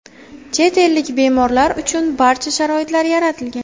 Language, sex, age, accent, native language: Uzbek, female, 18-24, Samarqand, Uzbek